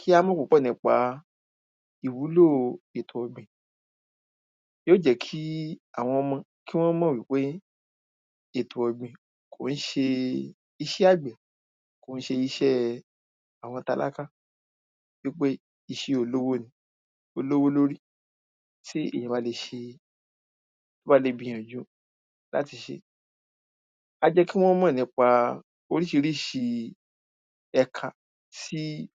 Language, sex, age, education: Yoruba, male, 15-29, primary